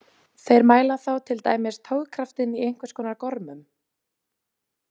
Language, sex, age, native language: Icelandic, female, 20-29, Icelandic